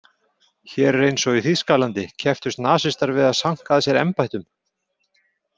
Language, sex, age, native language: Icelandic, male, 40-49, Icelandic